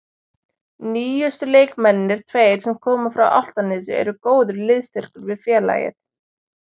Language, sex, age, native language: Icelandic, female, 20-29, Icelandic